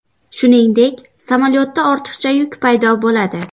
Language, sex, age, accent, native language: Uzbek, female, 12-17, Farg'ona, Uzbek